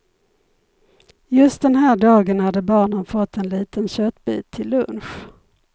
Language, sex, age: Swedish, female, 51